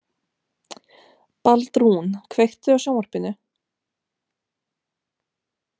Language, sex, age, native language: Icelandic, female, 30-39, Romanian